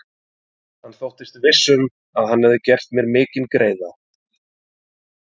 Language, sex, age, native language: Icelandic, male, 30-39, Icelandic